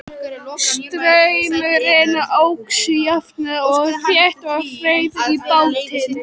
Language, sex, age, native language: Icelandic, female, 12, Icelandic